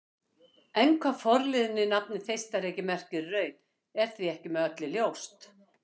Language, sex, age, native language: Icelandic, female, 60-69, Icelandic